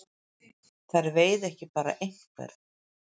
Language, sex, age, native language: Icelandic, female, 50-59, Icelandic